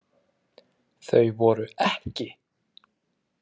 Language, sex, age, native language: Icelandic, male, 30-39, Icelandic